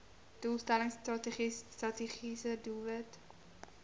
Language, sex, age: Afrikaans, female, 18